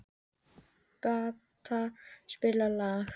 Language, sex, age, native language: Icelandic, female, 18-19, Icelandic